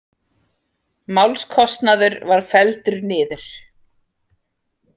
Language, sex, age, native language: Icelandic, female, 40-49, Icelandic